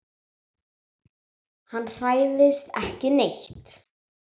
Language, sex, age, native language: Icelandic, female, 7, Icelandic